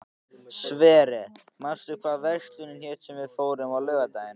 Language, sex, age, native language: Icelandic, male, 14, Icelandic